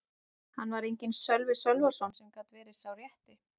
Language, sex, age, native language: Icelandic, male, 12, Icelandic